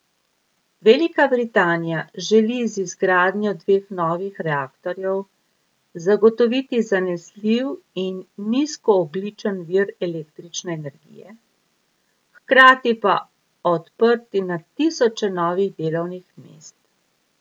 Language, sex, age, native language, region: Slovenian, female, 50-59, Slovenian, Gorica region